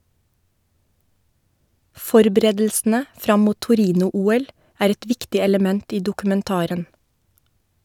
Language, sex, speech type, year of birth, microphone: Norwegian, female, read, 1970, Shure